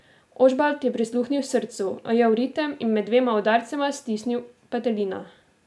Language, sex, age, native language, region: Slovenian, female, 18-29, Slovenian, Drava region